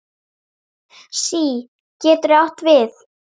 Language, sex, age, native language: Icelandic, female, 7, Icelandic